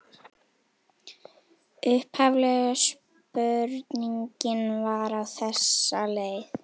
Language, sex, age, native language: Icelandic, female, 18-19, Icelandic